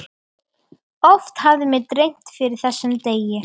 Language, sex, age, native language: Icelandic, female, 13, Icelandic